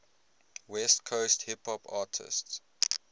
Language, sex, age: English, male, 21